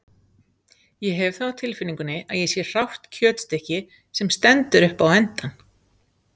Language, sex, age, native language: Icelandic, female, 40-49, Icelandic